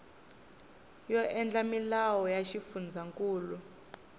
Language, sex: Tsonga, female